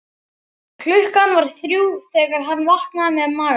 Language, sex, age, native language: Icelandic, male, 11, Icelandic